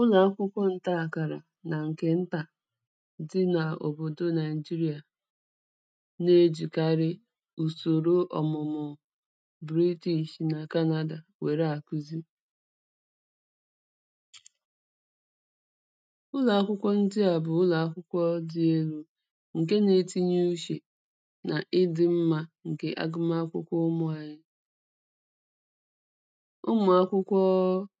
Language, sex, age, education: Igbo, female, 30-45, primary